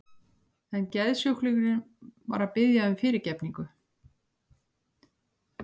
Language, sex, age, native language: Icelandic, female, 60-69, Icelandic